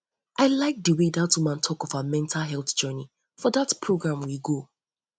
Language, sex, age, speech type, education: Nigerian Pidgin, female, 15-29, spontaneous, tertiary